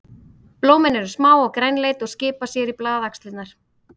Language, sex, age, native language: Icelandic, female, 30-39, Icelandic